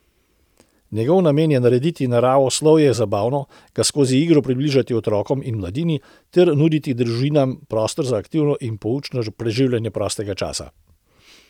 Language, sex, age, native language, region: Slovenian, male, 60+, Slovenian, Central Slovenia